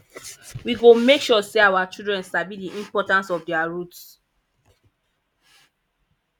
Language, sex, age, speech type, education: Nigerian Pidgin, female, 15-29, spontaneous, tertiary